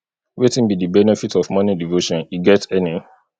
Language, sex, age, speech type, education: Nigerian Pidgin, male, 30-45, spontaneous, tertiary